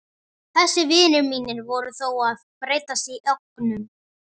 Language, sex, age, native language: Icelandic, male, 12, Icelandic